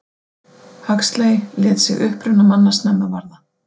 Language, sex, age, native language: Icelandic, female, 40-49, Icelandic